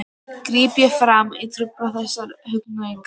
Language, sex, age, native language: Icelandic, female, 13, Icelandic